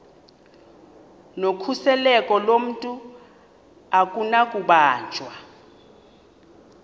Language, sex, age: Xhosa, female, 38